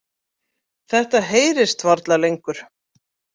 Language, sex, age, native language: Icelandic, female, 40-49, Icelandic